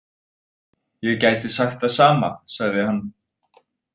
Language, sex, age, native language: Icelandic, male, 20-29, Icelandic